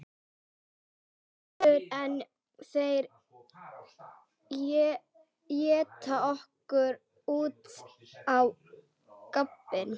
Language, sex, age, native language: Icelandic, female, 12, Icelandic